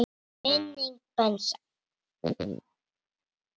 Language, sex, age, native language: Icelandic, female, 7, Icelandic